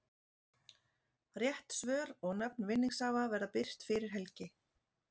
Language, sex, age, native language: Icelandic, female, 40-49, Icelandic